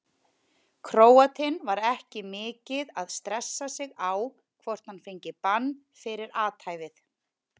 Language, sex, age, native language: Icelandic, female, 30-39, Icelandic